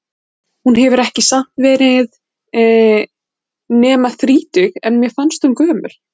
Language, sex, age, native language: Icelandic, female, 40-49, Icelandic